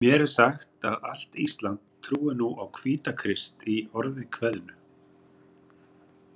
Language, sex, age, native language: Icelandic, male, 40-49, Icelandic